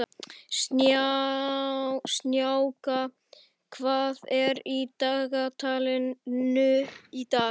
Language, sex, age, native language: Icelandic, male, 11, Icelandic